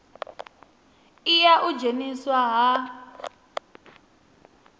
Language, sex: Venda, female